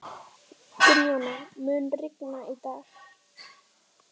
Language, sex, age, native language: Icelandic, female, 11, Icelandic